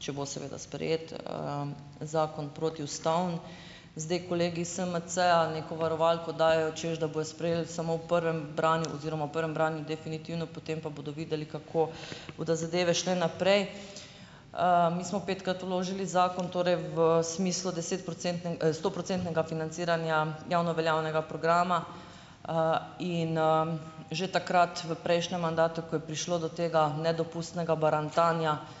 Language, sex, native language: Slovenian, female, Slovenian